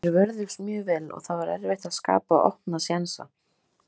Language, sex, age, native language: Icelandic, female, 18-19, Icelandic